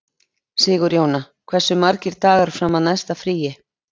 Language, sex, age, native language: Icelandic, female, 30-39, Icelandic